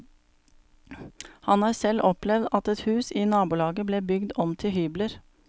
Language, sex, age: Norwegian, female, 35